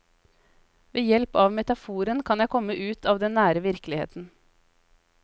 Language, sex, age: Norwegian, female, 33